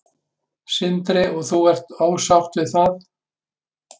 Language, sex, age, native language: Icelandic, male, 60-69, Icelandic